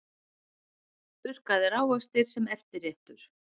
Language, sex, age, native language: Icelandic, female, 60-69, Icelandic